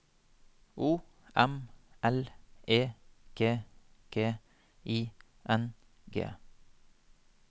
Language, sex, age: Norwegian, male, 30